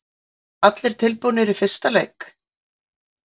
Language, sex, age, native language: Icelandic, female, 40-49, Icelandic